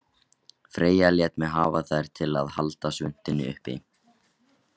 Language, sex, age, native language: Icelandic, male, 18-19, Icelandic